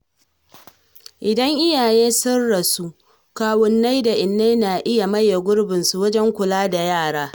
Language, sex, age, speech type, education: Hausa, female, 30-45, read, secondary